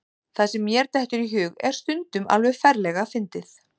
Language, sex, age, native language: Icelandic, female, 30-39, Icelandic